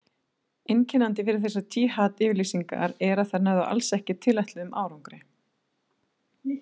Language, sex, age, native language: Icelandic, female, 40-49, Icelandic